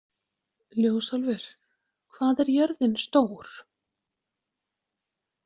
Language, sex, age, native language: Icelandic, female, 40-49, Icelandic